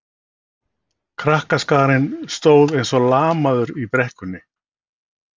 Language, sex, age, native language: Icelandic, male, 60-69, Icelandic